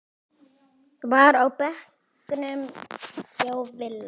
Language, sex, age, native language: Icelandic, female, 10, Icelandic